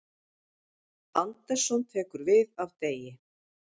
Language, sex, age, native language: Icelandic, female, 50-59, Icelandic